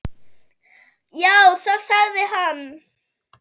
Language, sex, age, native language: Icelandic, female, 8, Icelandic